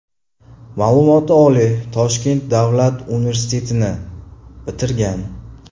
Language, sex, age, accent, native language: Uzbek, male, 18-24, Qashqadaryo, Uzbek